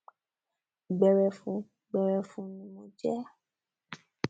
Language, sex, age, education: Yoruba, female, 15-29, tertiary